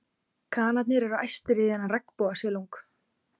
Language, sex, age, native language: Icelandic, female, 20-29, Icelandic